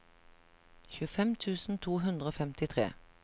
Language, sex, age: Norwegian, female, 37